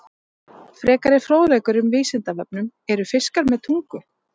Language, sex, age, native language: Icelandic, female, 30-39, Icelandic